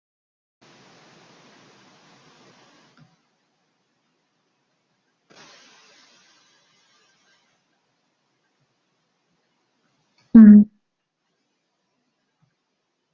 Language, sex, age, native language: Icelandic, female, 20-29, Polish